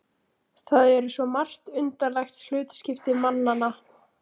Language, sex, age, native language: Icelandic, female, 18-19, Icelandic